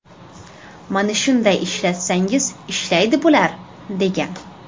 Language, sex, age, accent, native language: Uzbek, female, 12-17, Toshkent shahri, Uzbek